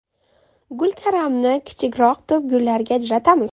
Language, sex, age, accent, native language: Uzbek, female, 18-24, Toshkent shahri, Uzbek